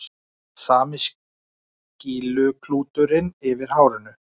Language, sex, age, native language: Icelandic, male, 40-49, Icelandic